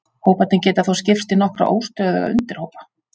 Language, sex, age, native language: Icelandic, female, 40-49, Icelandic